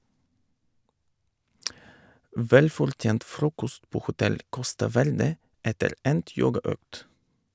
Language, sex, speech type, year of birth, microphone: Norwegian, male, read, 1985, Shure